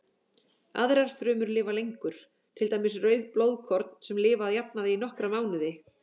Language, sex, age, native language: Icelandic, female, 40-49, Icelandic